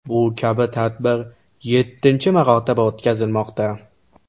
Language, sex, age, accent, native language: Uzbek, male, 18-24, Toshkent shahri, Uzbek